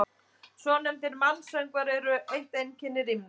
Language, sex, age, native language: Icelandic, female, 30-39, Icelandic